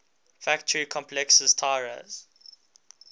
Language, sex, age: English, male, 19